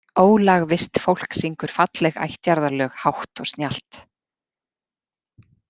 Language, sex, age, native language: Icelandic, female, 40-49, Icelandic